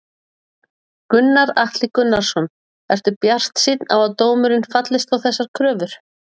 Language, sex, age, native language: Icelandic, female, 40-49, Icelandic